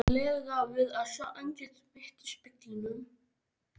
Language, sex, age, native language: Icelandic, male, 13, Icelandic